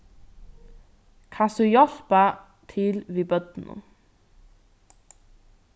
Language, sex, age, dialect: Faroese, female, 15-35, Norðurstreymoy/Eysturoy